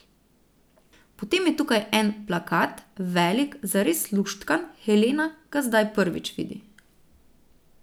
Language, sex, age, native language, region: Slovenian, female, 30-49, Slovenian, Central Slovenia